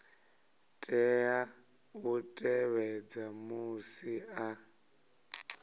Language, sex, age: Venda, male, 37